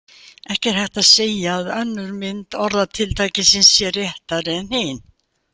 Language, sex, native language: Icelandic, female, Icelandic